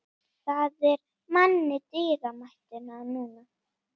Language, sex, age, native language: Icelandic, female, 8, Icelandic